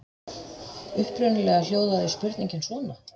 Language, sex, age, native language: Icelandic, female, 50-59, Icelandic